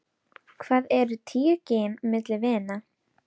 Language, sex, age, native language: Icelandic, female, 12, Icelandic